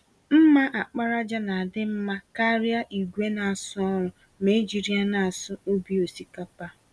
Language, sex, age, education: Igbo, female, 30-45, tertiary